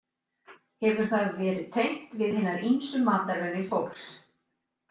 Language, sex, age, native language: Icelandic, female, 60-69, Icelandic